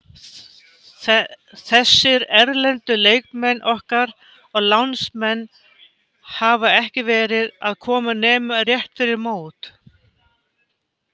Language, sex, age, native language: Icelandic, female, 50-59, Icelandic